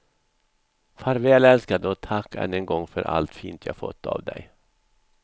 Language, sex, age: Swedish, male, 64